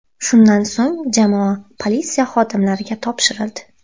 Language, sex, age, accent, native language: Uzbek, female, 18-24, Xorazm, Uzbek